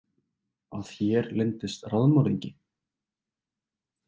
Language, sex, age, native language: Icelandic, male, 20-29, Icelandic